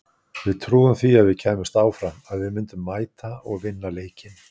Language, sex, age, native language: Icelandic, male, 60-69, Icelandic